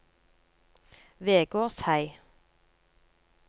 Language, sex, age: Norwegian, female, 39